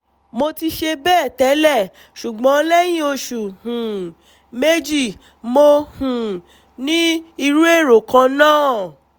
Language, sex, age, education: Yoruba, female, 15-29, tertiary